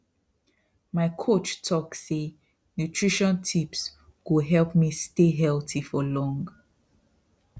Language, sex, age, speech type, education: Nigerian Pidgin, female, 15-29, spontaneous, tertiary